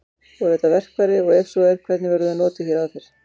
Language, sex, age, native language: Icelandic, female, 40-49, Icelandic